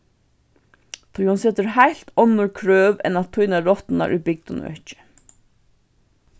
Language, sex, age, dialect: Faroese, female, 15-35, Vágar